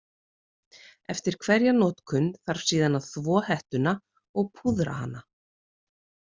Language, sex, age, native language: Icelandic, female, 30-39, Icelandic